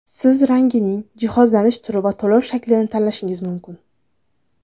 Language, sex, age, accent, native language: Uzbek, female, 19-29, Navoiy, Uzbek